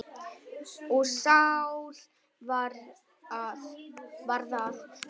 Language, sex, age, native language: Icelandic, male, 10, Vietnamese